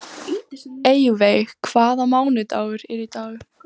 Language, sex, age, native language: Icelandic, female, 14, Icelandic